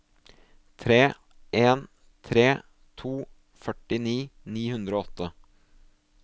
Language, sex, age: Norwegian, male, 24